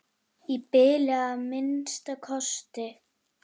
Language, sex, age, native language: Icelandic, female, 8, Icelandic